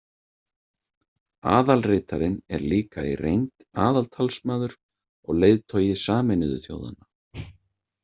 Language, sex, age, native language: Icelandic, male, 30-39, Icelandic